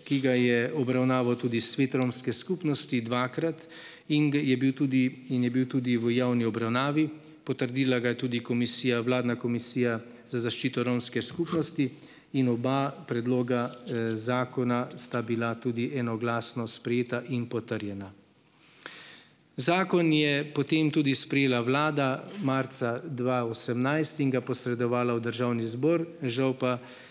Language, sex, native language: Slovenian, male, Slovenian